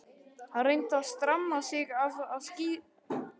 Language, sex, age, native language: Icelandic, male, 11, Icelandic